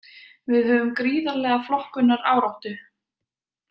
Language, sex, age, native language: Icelandic, female, 20-29, Icelandic